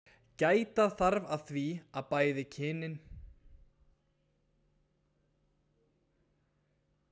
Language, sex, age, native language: Icelandic, male, 20-29, Icelandic